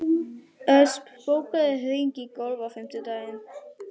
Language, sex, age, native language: Icelandic, female, 11, Icelandic